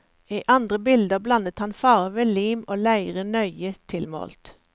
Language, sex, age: Norwegian, female, 54